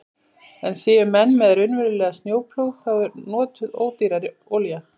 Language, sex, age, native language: Icelandic, female, 40-49, Icelandic